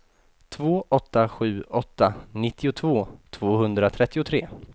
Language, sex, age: Swedish, male, 28